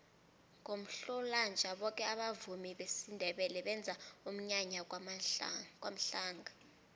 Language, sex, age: South Ndebele, female, 19